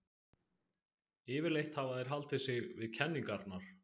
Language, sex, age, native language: Icelandic, male, 20-29, Icelandic